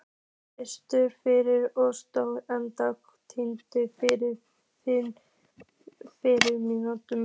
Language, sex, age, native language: Icelandic, female, 15, Icelandic